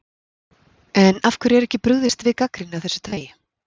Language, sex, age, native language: Icelandic, female, 40-49, Icelandic